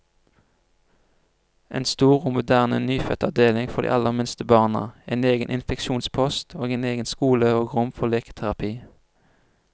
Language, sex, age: Norwegian, male, 25